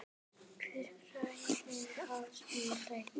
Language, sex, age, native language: Icelandic, female, 9, Icelandic